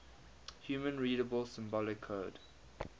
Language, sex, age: English, male, 22